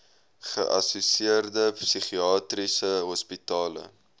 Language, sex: Afrikaans, male